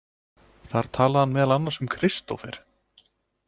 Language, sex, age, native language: Icelandic, male, 20-29, Icelandic